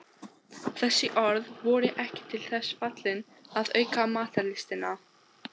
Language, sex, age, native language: Icelandic, female, 13, Albanian